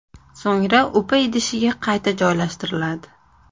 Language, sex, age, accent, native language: Uzbek, female, 25-34, Andijon, Uzbek